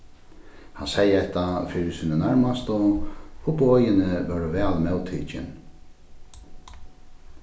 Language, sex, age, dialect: Faroese, male, 36-60, Norðurstreymoy/Eysturoy